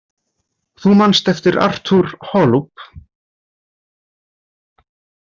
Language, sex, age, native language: Icelandic, male, 30-39, Icelandic